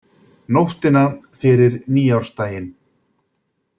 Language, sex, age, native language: Icelandic, male, 50-59, Icelandic